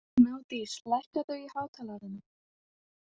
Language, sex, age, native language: Icelandic, female, 18-19, Icelandic